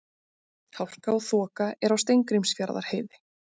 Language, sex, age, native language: Icelandic, female, 30-39, Icelandic